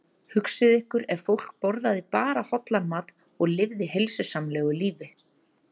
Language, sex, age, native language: Icelandic, female, 30-39, Icelandic